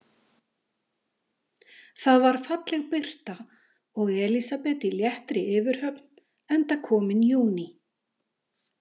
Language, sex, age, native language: Icelandic, female, 50-59, Icelandic